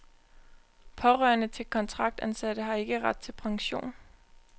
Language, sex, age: Danish, female, 20